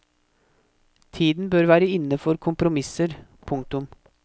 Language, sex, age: Norwegian, male, 24